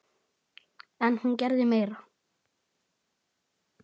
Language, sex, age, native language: Icelandic, male, 8, Icelandic